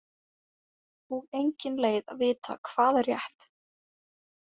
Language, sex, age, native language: Icelandic, female, 18-19, Icelandic